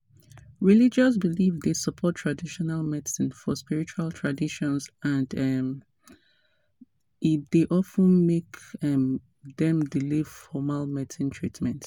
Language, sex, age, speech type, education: Nigerian Pidgin, female, 30-45, spontaneous, tertiary